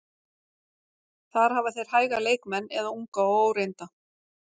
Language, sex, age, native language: Icelandic, female, 40-49, Icelandic